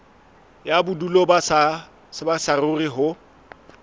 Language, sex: Southern Sotho, male